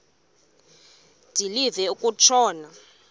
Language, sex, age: Xhosa, female, 22